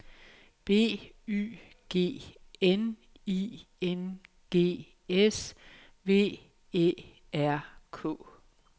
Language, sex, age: Danish, female, 56